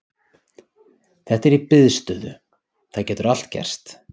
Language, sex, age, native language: Icelandic, male, 30-39, Icelandic